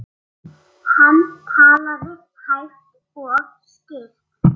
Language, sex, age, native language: Icelandic, male, 8, Icelandic